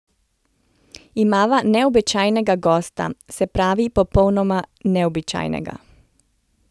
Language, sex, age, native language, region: Slovenian, female, 30-49, Slovenian, Central Slovenia